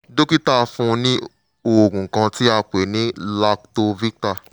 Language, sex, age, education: Yoruba, male, 15-29, tertiary